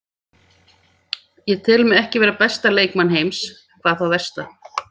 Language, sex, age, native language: Icelandic, female, 50-59, Icelandic